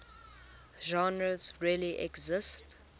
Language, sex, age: English, female, 20